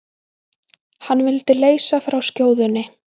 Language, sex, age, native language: Icelandic, female, 20-29, Icelandic